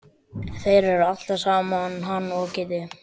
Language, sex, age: Icelandic, male, 12